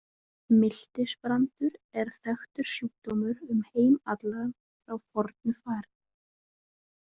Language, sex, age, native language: Icelandic, female, 20-29, Icelandic